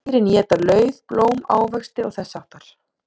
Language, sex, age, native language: Icelandic, female, 30-39, Icelandic